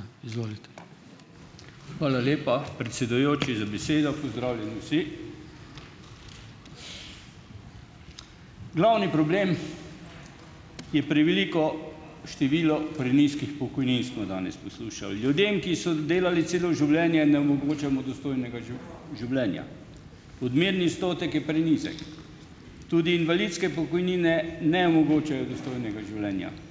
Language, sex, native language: Slovenian, male, Slovenian